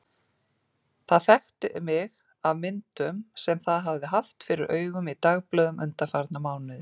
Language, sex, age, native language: Icelandic, female, 40-49, Icelandic